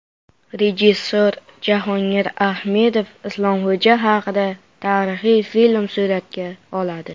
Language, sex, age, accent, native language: Uzbek, male, under 19, Navoiy, Uzbek